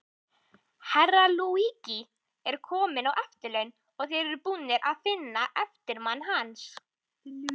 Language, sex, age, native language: Icelandic, female, 18-19, Icelandic